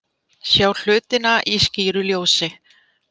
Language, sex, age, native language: Icelandic, female, 50-59, Icelandic